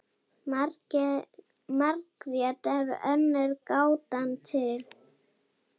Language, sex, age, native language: Icelandic, female, 8, Danish